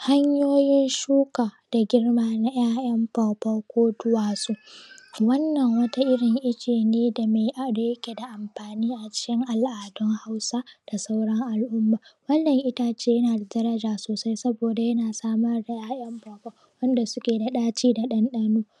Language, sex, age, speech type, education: Hausa, female, 15-29, spontaneous, primary